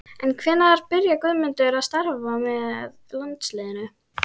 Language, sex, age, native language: Icelandic, female, 12, Icelandic